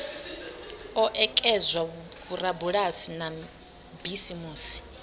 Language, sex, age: Venda, female, 25